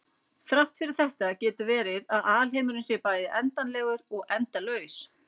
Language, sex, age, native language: Icelandic, female, 40-49, Icelandic